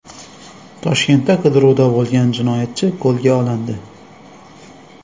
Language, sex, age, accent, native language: Uzbek, male, 25-34, Xorazm, Uzbek